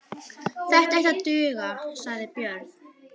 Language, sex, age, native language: Icelandic, female, 11, Icelandic